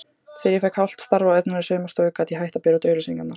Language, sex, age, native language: Icelandic, female, 18-19, Icelandic